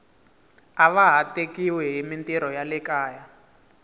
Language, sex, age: Tsonga, male, 22